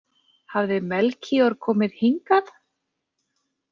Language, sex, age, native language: Icelandic, female, 40-49, Icelandic